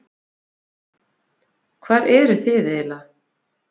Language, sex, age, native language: Icelandic, female, 20-29, Icelandic